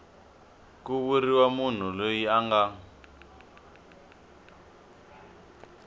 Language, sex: Tsonga, male